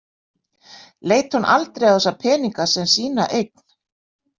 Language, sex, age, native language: Icelandic, female, 60-69, Icelandic